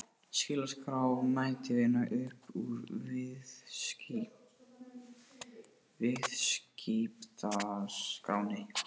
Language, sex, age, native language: Icelandic, male, 18-19, Portuguese